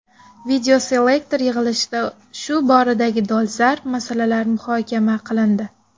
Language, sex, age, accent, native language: Uzbek, female, 19-29, Xorazm, Uzbek